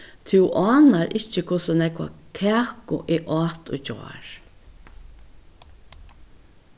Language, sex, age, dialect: Faroese, female, 61+, Vágar